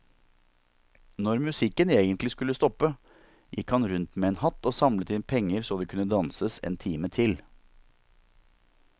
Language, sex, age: Norwegian, male, 47